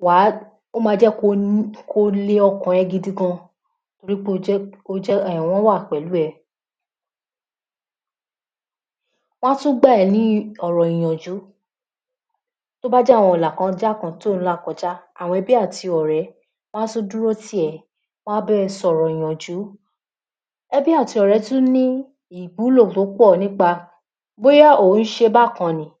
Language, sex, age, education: Yoruba, female, 46-60, tertiary